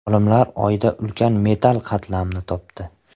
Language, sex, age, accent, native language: Uzbek, male, 25-34, Farg'ona, Uzbek